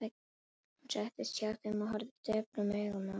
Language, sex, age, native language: Icelandic, female, 11, Icelandic